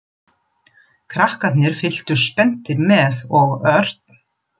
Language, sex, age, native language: Icelandic, female, 40-49, German